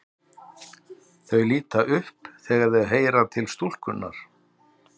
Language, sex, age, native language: Icelandic, male, 60-69, Icelandic